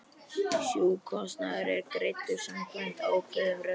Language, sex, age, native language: Icelandic, male, 11, Icelandic